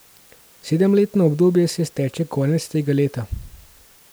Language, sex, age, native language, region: Slovenian, male, 18-29, Slovenian, Gorenjska region